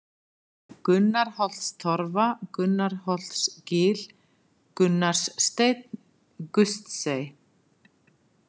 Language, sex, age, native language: Icelandic, female, 50-59, Icelandic